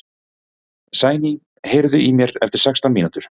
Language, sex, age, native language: Icelandic, male, 40-49, Icelandic